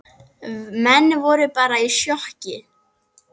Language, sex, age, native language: Icelandic, female, 10, Icelandic